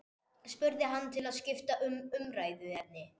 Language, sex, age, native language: Icelandic, male, 40-49, Spanish